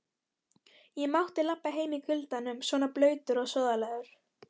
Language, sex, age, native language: Icelandic, female, 13, Icelandic